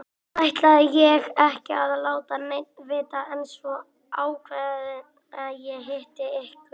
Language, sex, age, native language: Icelandic, male, 18-19, Icelandic